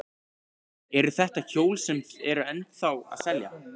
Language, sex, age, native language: Icelandic, male, 15, Icelandic